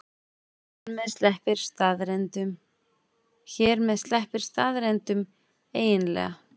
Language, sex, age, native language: Icelandic, female, 40-49, Icelandic